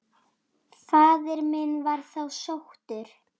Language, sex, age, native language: Icelandic, female, 9, Icelandic